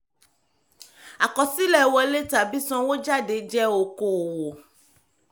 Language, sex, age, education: Yoruba, female, 15-29, tertiary